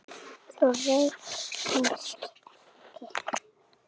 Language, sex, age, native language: Icelandic, male, 6, Icelandic